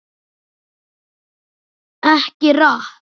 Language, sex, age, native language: Icelandic, male, 9, Icelandic